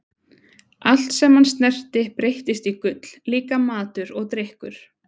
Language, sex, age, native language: Icelandic, female, 20-29, Icelandic